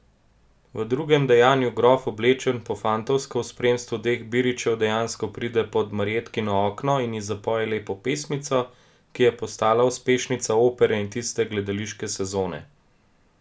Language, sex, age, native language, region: Slovenian, male, 18-29, Slovenian, Gorenjska region